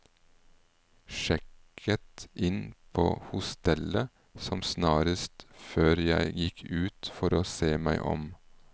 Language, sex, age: Norwegian, male, 38